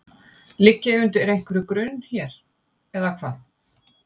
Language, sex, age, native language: Icelandic, female, 50-59, Icelandic